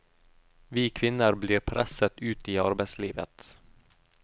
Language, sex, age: Norwegian, male, 32